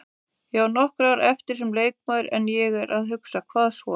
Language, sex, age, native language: Icelandic, female, 30-39, Icelandic